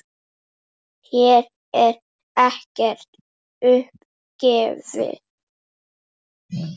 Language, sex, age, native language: Icelandic, male, 8, Icelandic